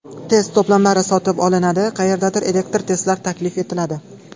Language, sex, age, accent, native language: Uzbek, male, 18-24, Toshkent viloyati, Uzbek